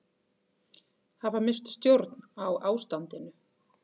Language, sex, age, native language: Icelandic, female, 40-49, Icelandic